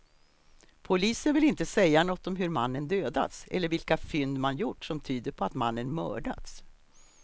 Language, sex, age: Swedish, female, 63